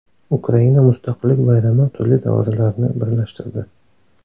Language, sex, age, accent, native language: Uzbek, male, 18-24, Toshkent shahri, Uzbek